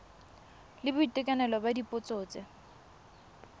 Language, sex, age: Tswana, female, 20